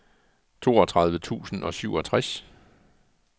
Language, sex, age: Danish, male, 44